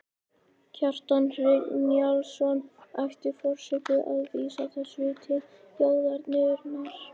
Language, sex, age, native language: Icelandic, male, 11, Icelandic